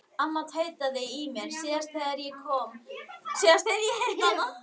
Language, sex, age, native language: Icelandic, female, 11, Icelandic